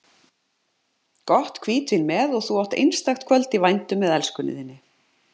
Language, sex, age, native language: Icelandic, male, 50-59, Icelandic